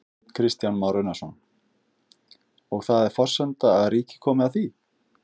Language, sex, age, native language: Icelandic, male, 50-59, Icelandic